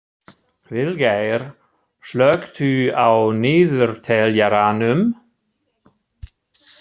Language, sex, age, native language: Icelandic, male, 60-69, German